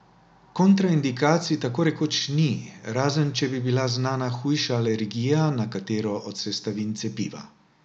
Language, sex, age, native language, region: Slovenian, male, 60+, Slovenian, Drava region